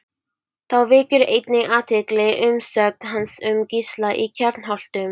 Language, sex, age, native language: Icelandic, female, 12, Icelandic